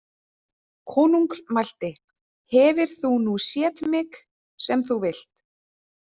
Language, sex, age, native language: Icelandic, female, 30-39, Icelandic